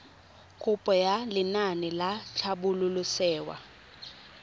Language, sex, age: Tswana, female, 22